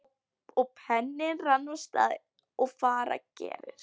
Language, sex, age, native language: Icelandic, female, 11, Polish